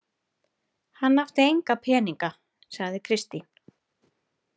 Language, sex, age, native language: Icelandic, female, 30-39, Icelandic